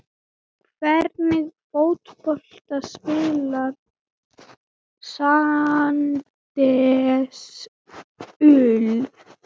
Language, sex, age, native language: Icelandic, female, 7, Icelandic